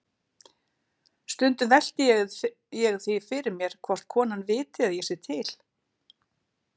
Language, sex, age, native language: Icelandic, female, 60-69, Icelandic